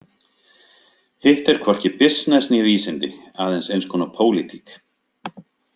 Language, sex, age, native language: Icelandic, male, 50-59, Icelandic